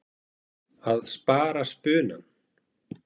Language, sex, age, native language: Icelandic, male, 40-49, Icelandic